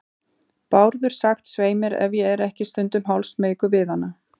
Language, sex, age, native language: Icelandic, female, 40-49, Icelandic